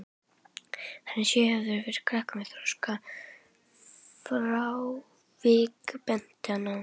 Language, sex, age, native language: Icelandic, female, 11, Icelandic